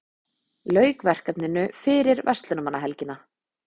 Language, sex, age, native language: Icelandic, female, 20-29, Icelandic